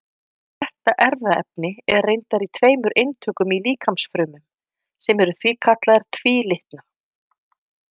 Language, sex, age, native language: Icelandic, female, 50-59, Icelandic